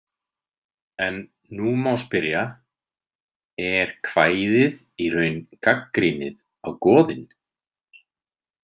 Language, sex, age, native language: Icelandic, male, 30-39, Icelandic